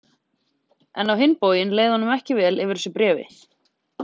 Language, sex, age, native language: Icelandic, female, 30-39, Icelandic